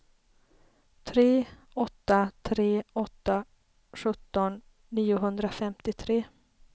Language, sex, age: Swedish, female, 33